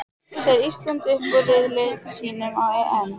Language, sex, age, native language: Icelandic, female, 15, Icelandic